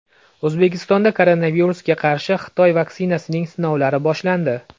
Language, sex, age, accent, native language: Uzbek, male, 25-34, Andijon, Uzbek